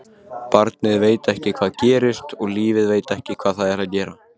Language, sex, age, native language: Icelandic, male, 18-19, Icelandic